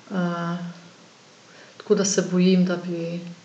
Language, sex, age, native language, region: Slovenian, female, 50-59, Slovenian, Gorenjska region